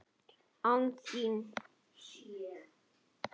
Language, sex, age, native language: Icelandic, female, 10, Icelandic